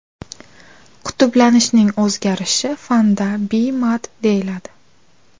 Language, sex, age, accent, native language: Uzbek, female, 25-34, Navoiy, Uzbek